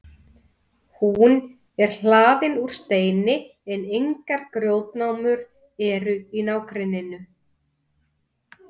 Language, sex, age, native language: Icelandic, female, 30-39, Icelandic